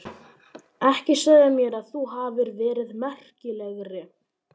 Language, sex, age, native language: Icelandic, male, 11, Icelandic